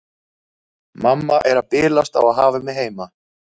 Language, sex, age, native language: Icelandic, male, 30-39, Icelandic